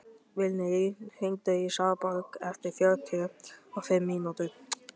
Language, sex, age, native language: Icelandic, male, 12, Icelandic